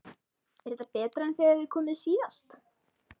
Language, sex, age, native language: Icelandic, male, 13, Icelandic